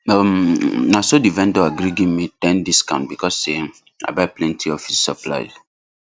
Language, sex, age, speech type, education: Nigerian Pidgin, male, 15-29, spontaneous, tertiary